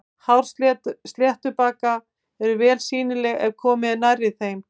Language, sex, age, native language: Icelandic, female, 50-59, Icelandic